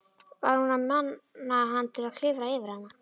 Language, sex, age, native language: Icelandic, female, 11, Icelandic